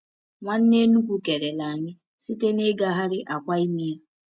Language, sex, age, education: Igbo, female, 15-29, tertiary